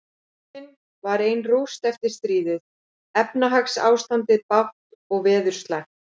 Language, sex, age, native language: Icelandic, female, 40-49, Icelandic